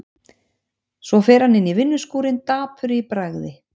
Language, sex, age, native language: Icelandic, female, 50-59, Icelandic